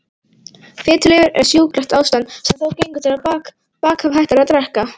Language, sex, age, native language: Icelandic, female, 18-19, Icelandic